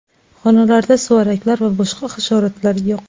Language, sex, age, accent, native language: Uzbek, female, 25-34, Surxondaryo, Uzbek